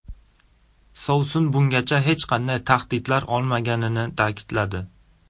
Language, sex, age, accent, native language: Uzbek, male, 18-24, Surxondaryo, Uzbek